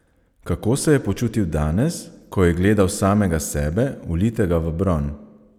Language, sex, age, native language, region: Slovenian, male, 30-49, Slovenian, Savinja region